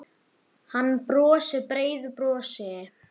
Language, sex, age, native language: Icelandic, male, 10, Icelandic